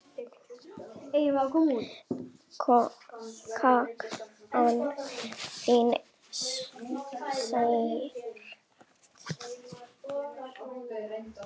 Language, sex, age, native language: Icelandic, female, 10, Icelandic